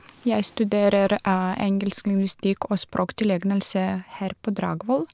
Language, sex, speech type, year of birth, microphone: Norwegian, female, spontaneous, 1982, Shure